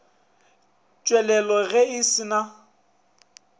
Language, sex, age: Northern Sotho, male, 24